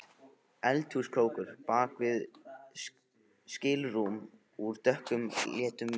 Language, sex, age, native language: Icelandic, male, 15, Icelandic